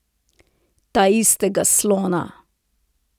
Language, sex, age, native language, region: Slovenian, female, 30-49, Slovenian, Central Slovenia